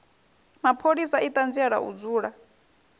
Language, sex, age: Venda, female, 21